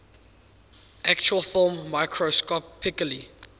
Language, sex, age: English, male, 19